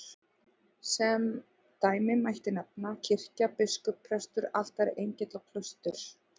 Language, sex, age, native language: Icelandic, female, 40-49, Icelandic